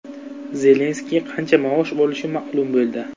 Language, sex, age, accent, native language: Uzbek, male, 25-34, Buxoro, Uzbek